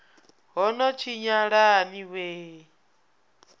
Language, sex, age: Venda, female, 24